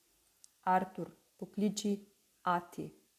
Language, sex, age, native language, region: Slovenian, female, 30-49, Slovenian, Savinja region